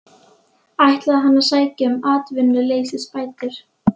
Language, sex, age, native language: Icelandic, female, 11, Icelandic